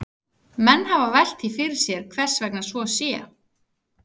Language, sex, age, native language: Icelandic, female, 30-39, Icelandic